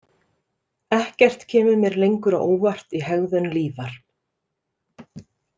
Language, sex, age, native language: Icelandic, female, 30-39, Icelandic